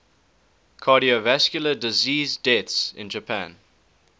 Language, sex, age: English, male, 19